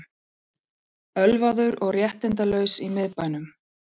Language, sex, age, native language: Icelandic, female, 40-49, Icelandic